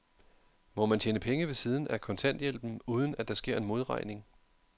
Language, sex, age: Danish, male, 31